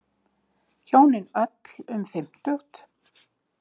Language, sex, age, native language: Icelandic, female, 50-59, Icelandic